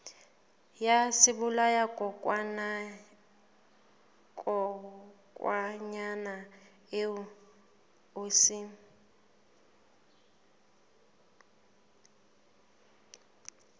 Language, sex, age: Southern Sotho, female, 19